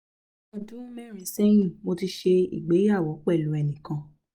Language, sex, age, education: Yoruba, female, 15-29, tertiary